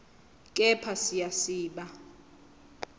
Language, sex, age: Zulu, female, 20